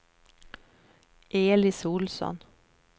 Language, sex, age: Swedish, female, 44